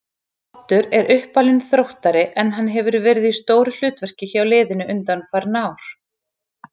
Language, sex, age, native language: Icelandic, female, 40-49, Icelandic